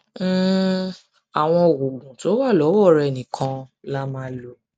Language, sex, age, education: Yoruba, female, 15-29, tertiary